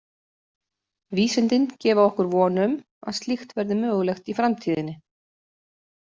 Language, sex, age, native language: Icelandic, female, 50-59, Icelandic